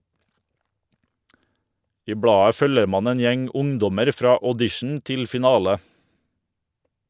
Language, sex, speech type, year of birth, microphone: Norwegian, male, read, 1978, Shure